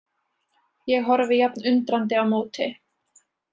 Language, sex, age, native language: Icelandic, female, 20-29, Icelandic